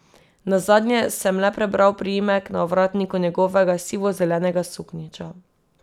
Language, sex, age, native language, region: Slovenian, female, 18-29, Slovenian, Drava region